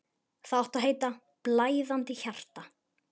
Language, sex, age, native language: Icelandic, male, 11, Icelandic